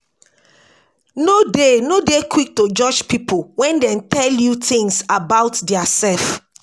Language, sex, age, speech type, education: Nigerian Pidgin, female, 46-60, spontaneous, tertiary